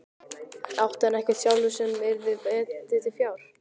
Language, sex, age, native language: Icelandic, male, 12, Icelandic